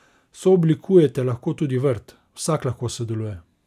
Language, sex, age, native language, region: Slovenian, male, 30-49, Slovenian, Savinja region